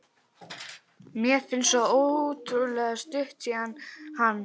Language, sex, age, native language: Icelandic, female, 11, Icelandic